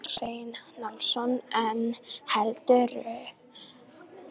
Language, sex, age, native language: Icelandic, female, 18-19, Icelandic